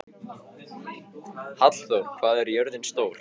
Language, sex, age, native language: Icelandic, male, 15, Icelandic